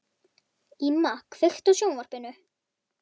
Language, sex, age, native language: Icelandic, male, 11, Icelandic